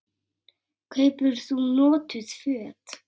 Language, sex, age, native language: Icelandic, male, 7, Icelandic